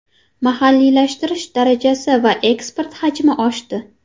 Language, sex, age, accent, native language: Uzbek, female, 18-24, Qashqadaryo, Uzbek